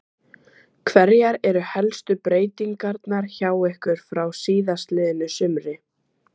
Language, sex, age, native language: Icelandic, female, 14, Icelandic